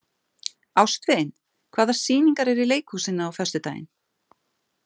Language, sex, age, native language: Icelandic, female, 50-59, Icelandic